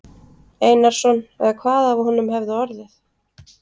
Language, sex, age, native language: Icelandic, female, 30-39, Icelandic